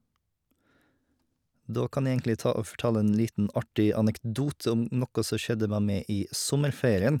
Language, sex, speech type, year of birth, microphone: Norwegian, male, spontaneous, 1989, Shure